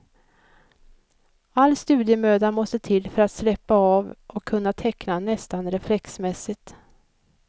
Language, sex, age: Swedish, female, 56